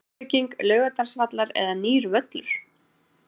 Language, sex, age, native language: Icelandic, female, 30-39, Icelandic